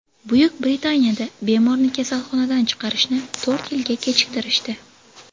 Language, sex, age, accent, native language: Uzbek, female, 18-24, Toshkent shahri, Uzbek